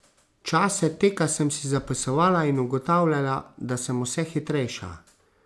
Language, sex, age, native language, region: Slovenian, male, 30-49, Slovenian, Savinja region